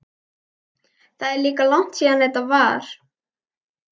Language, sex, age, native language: Icelandic, female, 11, Icelandic